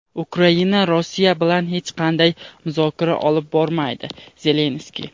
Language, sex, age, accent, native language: Uzbek, male, 18-24, Andijon, Uzbek